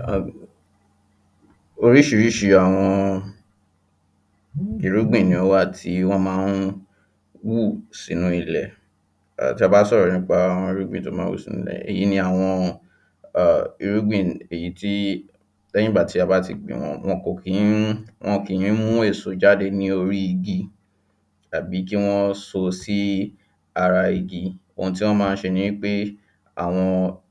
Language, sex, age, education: Yoruba, male, 15-29, tertiary